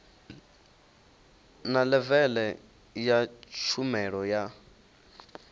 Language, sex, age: Venda, male, 19